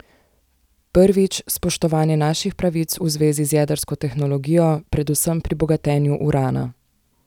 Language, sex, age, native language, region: Slovenian, female, 18-29, Slovenian, Zasavska region